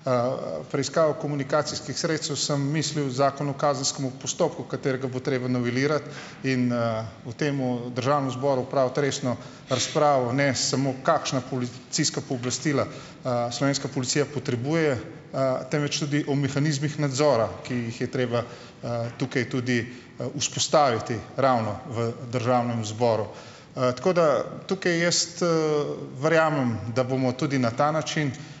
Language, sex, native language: Slovenian, male, Slovenian